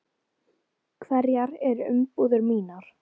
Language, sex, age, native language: Icelandic, female, 10, Icelandic